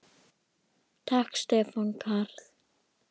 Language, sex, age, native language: Icelandic, female, 10, Icelandic